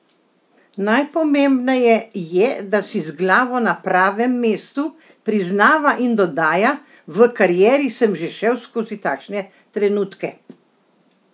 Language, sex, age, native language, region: Slovenian, female, 60+, Slovenian, Central Slovenia